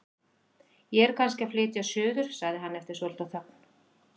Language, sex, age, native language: Icelandic, female, 50-59, Icelandic